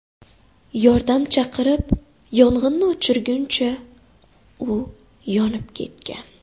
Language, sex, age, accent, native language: Uzbek, female, 18-24, Xorazm, Uzbek